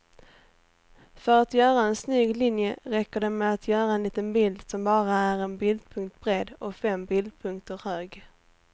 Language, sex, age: Swedish, female, 18